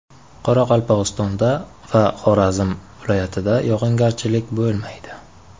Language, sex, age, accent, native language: Uzbek, male, 18-24, Surxondaryo, Uzbek